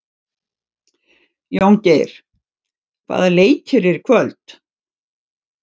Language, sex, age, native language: Icelandic, female, 60-69, Icelandic